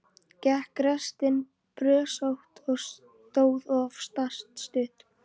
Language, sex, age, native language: Icelandic, female, 14, Icelandic